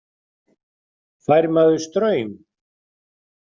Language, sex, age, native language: Icelandic, male, 40-49, Icelandic